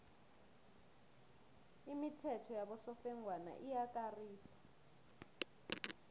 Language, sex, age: South Ndebele, female, 22